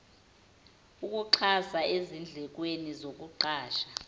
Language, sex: Zulu, female